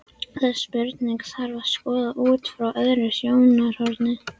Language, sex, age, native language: Icelandic, female, 11, Icelandic